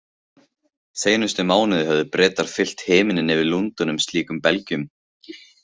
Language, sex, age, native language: Icelandic, male, 15, Icelandic